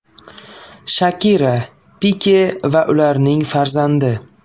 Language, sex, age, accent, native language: Uzbek, male, 18-24, Farg'ona, Uzbek